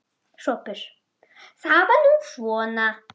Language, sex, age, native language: Icelandic, female, 10, Icelandic